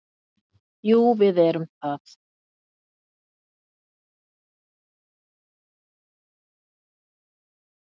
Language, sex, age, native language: Icelandic, female, 50-59, Icelandic